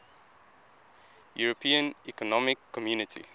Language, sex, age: English, male, 20